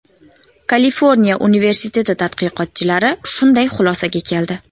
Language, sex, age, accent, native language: Uzbek, female, 19-29, Toshkent viloyati, Uzbek